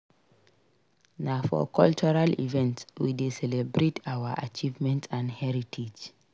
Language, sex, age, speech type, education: Nigerian Pidgin, female, 46-60, read, secondary